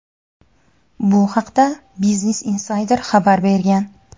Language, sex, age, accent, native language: Uzbek, female, 19-29, Toshkent viloyati, Uzbek